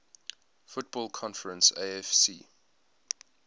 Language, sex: English, male